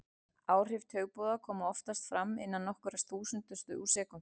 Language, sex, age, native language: Icelandic, female, 40-49, Icelandic